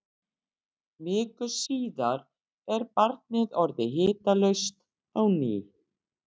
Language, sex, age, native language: Icelandic, female, 60-69, Icelandic